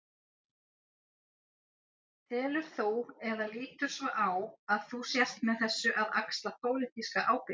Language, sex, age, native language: Icelandic, female, 50-59, Icelandic